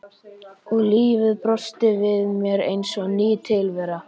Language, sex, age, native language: Icelandic, male, 11, Icelandic